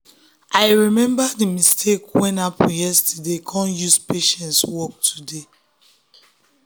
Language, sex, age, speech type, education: Nigerian Pidgin, female, 15-29, spontaneous, tertiary